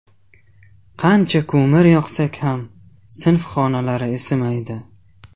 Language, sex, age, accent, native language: Uzbek, male, 18-24, Qashqadaryo, Tajik